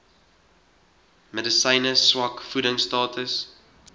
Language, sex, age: Afrikaans, male, 19